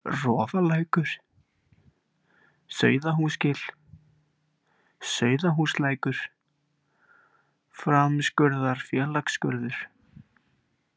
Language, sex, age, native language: Icelandic, male, 18-19, Icelandic